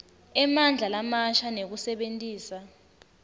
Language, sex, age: Swati, female, 19